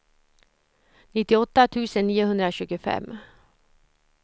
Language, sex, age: Swedish, female, 54